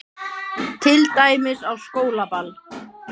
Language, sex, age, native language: Icelandic, female, 30-39, Icelandic